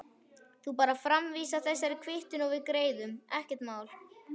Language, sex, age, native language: Icelandic, male, 11, Icelandic